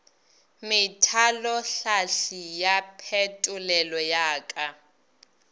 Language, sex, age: Northern Sotho, female, 22